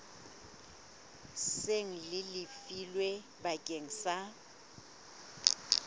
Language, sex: Southern Sotho, female